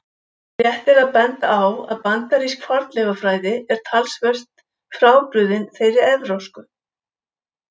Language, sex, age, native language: Icelandic, female, 70-79, Icelandic